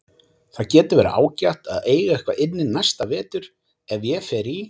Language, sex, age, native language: Icelandic, male, 40-49, Icelandic